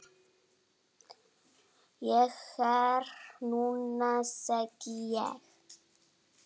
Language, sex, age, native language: Icelandic, female, 7, Icelandic